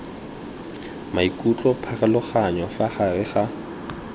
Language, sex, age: Tswana, male, 23